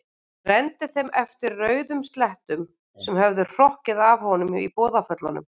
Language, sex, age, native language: Icelandic, female, 40-49, Icelandic